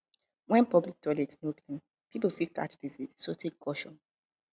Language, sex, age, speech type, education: Nigerian Pidgin, female, 15-29, spontaneous, tertiary